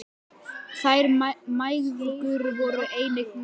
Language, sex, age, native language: Icelandic, male, 10, Icelandic